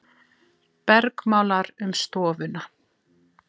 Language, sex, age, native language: Icelandic, female, 40-49, Icelandic